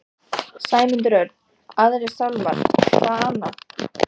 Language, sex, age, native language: Icelandic, female, 14, Icelandic